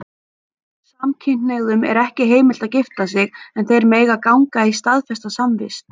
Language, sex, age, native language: Icelandic, female, 30-39, Icelandic